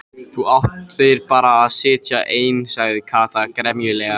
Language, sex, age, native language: Icelandic, male, 13, Icelandic